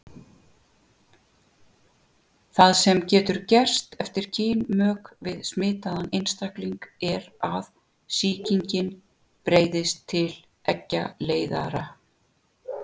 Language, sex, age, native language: Icelandic, female, 60-69, Icelandic